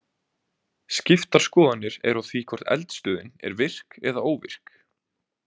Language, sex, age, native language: Icelandic, male, 20-29, Icelandic